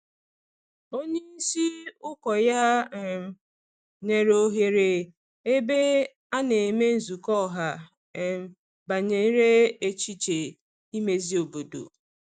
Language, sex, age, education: Igbo, female, 30-45, tertiary